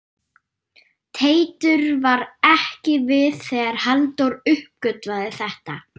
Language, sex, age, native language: Icelandic, female, 9, German